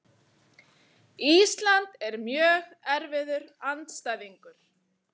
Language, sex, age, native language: Icelandic, female, 30-39, Icelandic